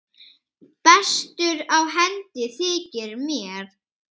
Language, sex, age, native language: Icelandic, female, 8, Icelandic